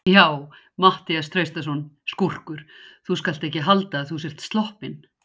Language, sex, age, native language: Icelandic, female, 60-69, Icelandic